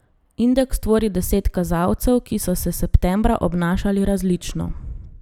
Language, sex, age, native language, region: Slovenian, female, 30-49, Slovenian, Gorenjska region